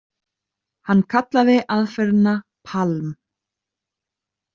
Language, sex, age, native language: Icelandic, female, 30-39, Icelandic